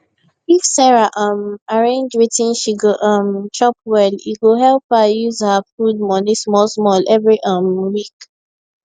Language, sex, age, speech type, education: Nigerian Pidgin, female, 15-29, spontaneous, secondary